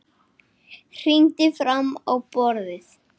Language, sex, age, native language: Icelandic, female, 8, Icelandic